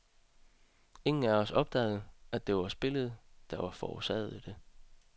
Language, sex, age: Danish, male, 30